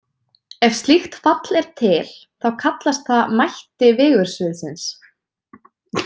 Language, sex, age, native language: Icelandic, female, 20-29, Icelandic